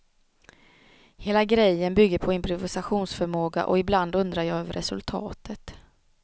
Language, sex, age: Swedish, female, 36